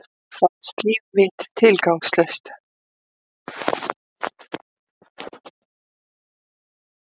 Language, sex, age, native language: Icelandic, female, 50-59, Icelandic